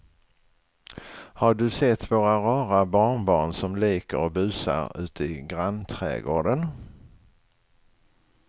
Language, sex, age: Swedish, male, 61